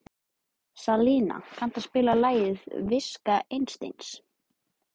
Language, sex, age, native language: Icelandic, male, 12, Icelandic